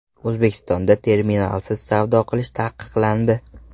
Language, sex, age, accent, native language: Uzbek, male, 18-24, Farg'ona, Uzbek